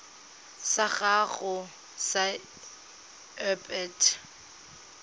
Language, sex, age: Tswana, female, 19